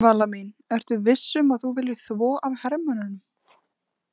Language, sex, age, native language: Icelandic, female, 20-29, Icelandic